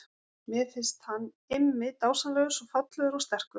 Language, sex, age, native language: Icelandic, female, 40-49, Icelandic